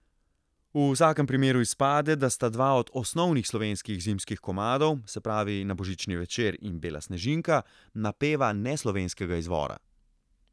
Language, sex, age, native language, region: Slovenian, male, 30-49, Slovenian, Central Slovenia